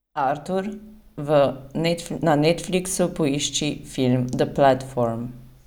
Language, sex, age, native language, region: Slovenian, female, 30-49, Slovenian, Savinja region